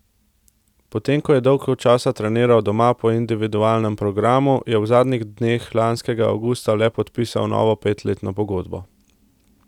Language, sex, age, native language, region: Slovenian, male, 18-29, Slovenian, Central Slovenia